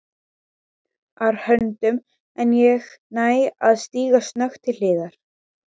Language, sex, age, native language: Icelandic, female, 12, Icelandic